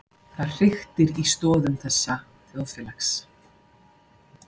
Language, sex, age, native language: Icelandic, female, 40-49, Icelandic